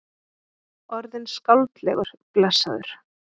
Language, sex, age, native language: Icelandic, female, 30-39, Icelandic